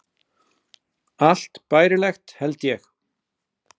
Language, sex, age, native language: Icelandic, male, 40-49, Icelandic